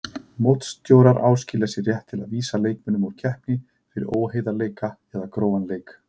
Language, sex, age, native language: Icelandic, male, 30-39, Icelandic